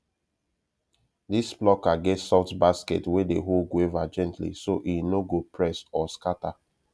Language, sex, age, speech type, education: Nigerian Pidgin, male, 15-29, spontaneous, tertiary